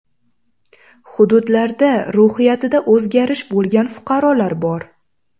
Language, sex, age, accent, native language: Uzbek, female, 18-24, Samarqand, Uzbek